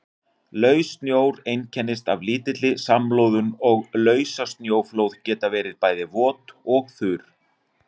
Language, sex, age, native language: Icelandic, male, 40-49, Icelandic